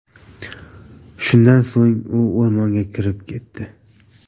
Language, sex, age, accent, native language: Uzbek, male, 18-24, Navoiy, Uzbek